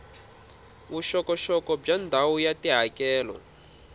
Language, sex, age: Tsonga, male, 26